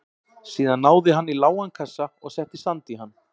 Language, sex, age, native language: Icelandic, male, 40-49, Icelandic